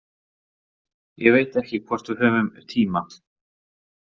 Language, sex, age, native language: Icelandic, male, 30-39, Icelandic